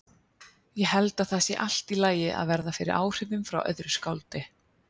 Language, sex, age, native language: Icelandic, female, 30-39, Icelandic